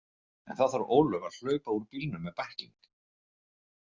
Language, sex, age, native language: Icelandic, male, 50-59, Icelandic